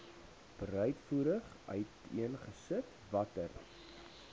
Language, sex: Afrikaans, male